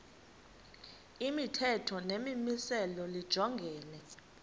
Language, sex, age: Xhosa, female, 23